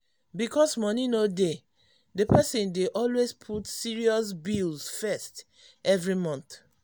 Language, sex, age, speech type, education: Nigerian Pidgin, female, 46-60, spontaneous, tertiary